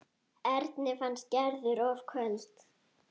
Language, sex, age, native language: Icelandic, female, 9, Icelandic